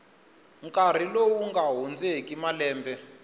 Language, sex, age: Tsonga, male, 21